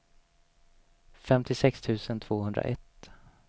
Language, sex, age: Swedish, male, 27